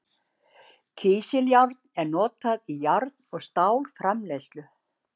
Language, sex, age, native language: Icelandic, female, 60-69, Icelandic